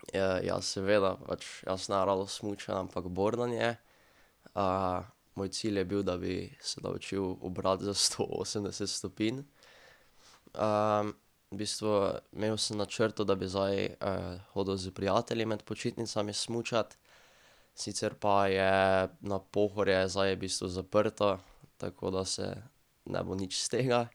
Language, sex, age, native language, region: Slovenian, male, 12-17, Slovenian, Drava region